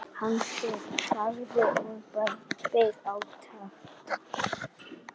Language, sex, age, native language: Icelandic, male, 9, Icelandic